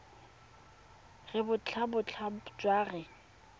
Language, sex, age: Tswana, female, 22